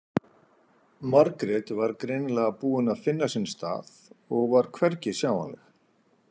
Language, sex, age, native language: Icelandic, male, 40-49, Icelandic